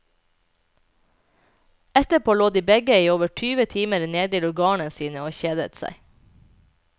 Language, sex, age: Norwegian, female, 29